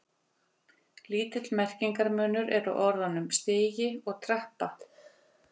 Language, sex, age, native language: Icelandic, female, 50-59, Icelandic